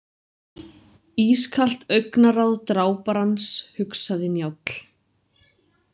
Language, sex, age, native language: Icelandic, female, 30-39, Icelandic